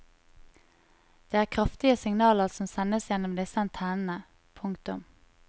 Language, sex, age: Norwegian, female, 25